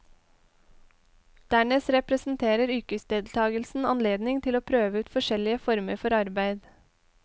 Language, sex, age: Norwegian, female, 21